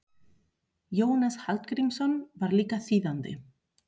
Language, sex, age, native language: Icelandic, female, 30-39, Spanish